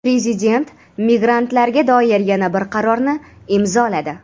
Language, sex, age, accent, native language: Uzbek, female, under 19, Andijon, Uzbek